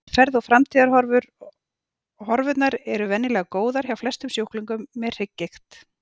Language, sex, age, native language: Icelandic, female, 40-49, Icelandic